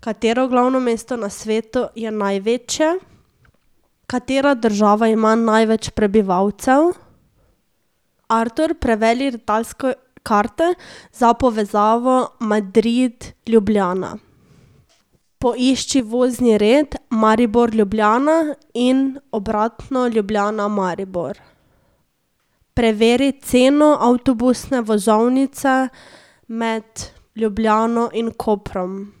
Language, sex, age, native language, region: Slovenian, female, 18-29, Slovenian, Drava region